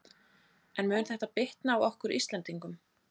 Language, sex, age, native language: Icelandic, female, 30-39, Icelandic